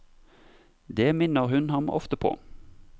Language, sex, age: Norwegian, male, 32